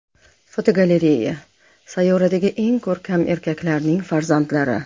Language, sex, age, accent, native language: Uzbek, female, 35+, Namangan, Uzbek